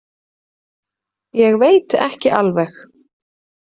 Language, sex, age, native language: Icelandic, female, 30-39, Icelandic